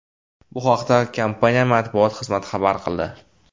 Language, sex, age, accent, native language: Uzbek, male, 18-24, Toshkent viloyati, Uzbek